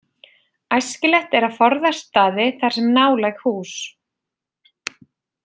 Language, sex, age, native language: Icelandic, female, 30-39, Icelandic